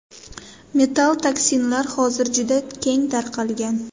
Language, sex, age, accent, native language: Uzbek, female, 25-34, Surxondaryo, Uzbek